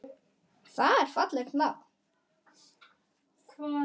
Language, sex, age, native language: Icelandic, male, 10, Icelandic